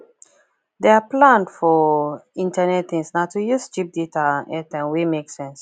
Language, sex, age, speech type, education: Nigerian Pidgin, female, 15-29, spontaneous, tertiary